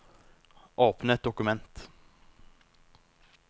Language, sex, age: Norwegian, male, 19